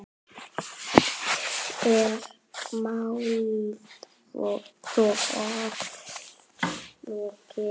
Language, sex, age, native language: Icelandic, female, 9, Icelandic